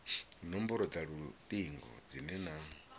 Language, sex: Venda, male